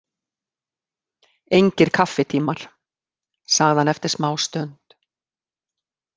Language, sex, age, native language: Icelandic, female, 50-59, Icelandic